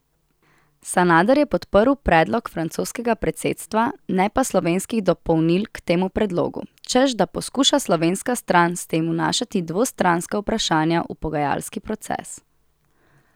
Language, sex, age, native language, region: Slovenian, female, 18-29, Slovenian, Southeast Slovenia